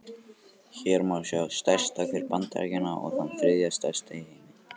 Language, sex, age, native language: Icelandic, male, 18-19, Icelandic